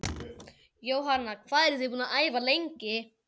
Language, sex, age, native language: Icelandic, male, 12, Icelandic